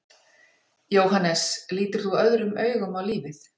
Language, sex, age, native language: Icelandic, female, 40-49, Icelandic